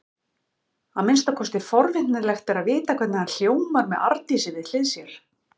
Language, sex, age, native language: Icelandic, female, 50-59, Icelandic